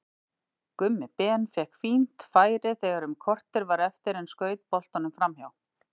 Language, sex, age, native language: Icelandic, female, 50-59, Icelandic